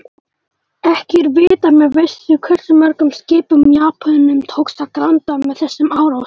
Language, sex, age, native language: Icelandic, male, 18-19, Icelandic